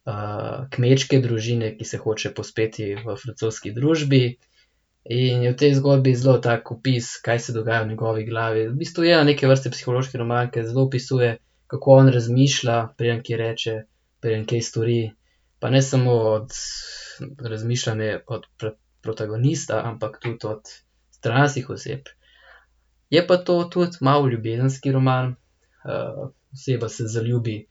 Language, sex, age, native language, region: Slovenian, male, 18-29, Slovenian, Central Slovenia